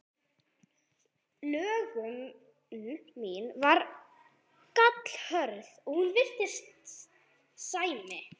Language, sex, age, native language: Icelandic, female, 30-39, English